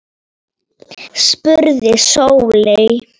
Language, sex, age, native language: Icelandic, female, 9, Polish